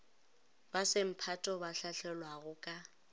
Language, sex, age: Northern Sotho, female, 19